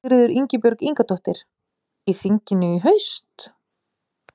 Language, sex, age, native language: Icelandic, female, 40-49, Icelandic